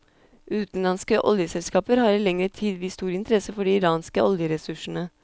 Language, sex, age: Norwegian, female, 26